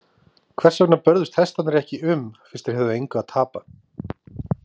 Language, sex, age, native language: Icelandic, male, 30-39, Icelandic